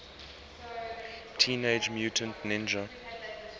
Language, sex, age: English, male, 19